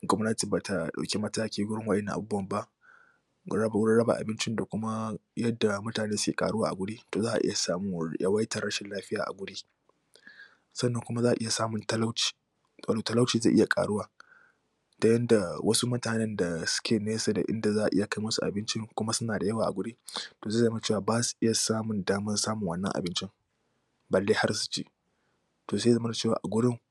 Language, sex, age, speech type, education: Hausa, male, 15-29, spontaneous, tertiary